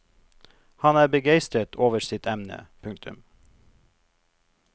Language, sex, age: Norwegian, male, 42